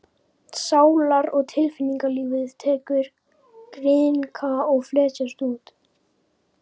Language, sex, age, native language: Icelandic, female, 11, Icelandic